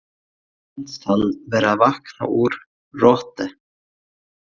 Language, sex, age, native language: Icelandic, male, 20-29, Faroese